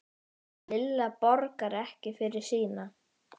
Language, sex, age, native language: Icelandic, male, 10, Icelandic